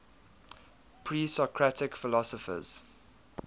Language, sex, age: English, male, 22